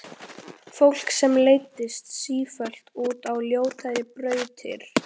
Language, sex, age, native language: Icelandic, male, 13, Icelandic